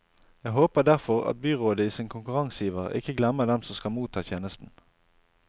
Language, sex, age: Norwegian, male, 28